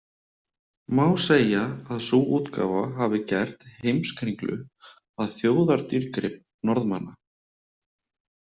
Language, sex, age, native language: Icelandic, male, 30-39, Icelandic